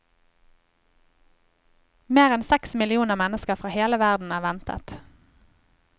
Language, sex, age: Norwegian, female, 25